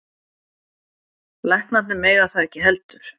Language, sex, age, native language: Icelandic, female, 70-79, Icelandic